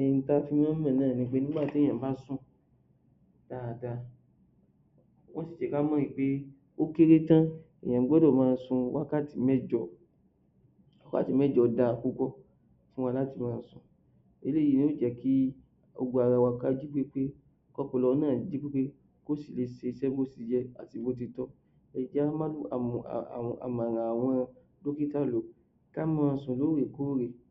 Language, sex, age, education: Yoruba, male, 30-45, tertiary